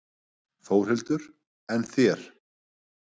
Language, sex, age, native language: Icelandic, male, 50-59, Icelandic